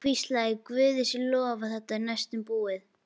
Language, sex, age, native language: Icelandic, female, 11, Icelandic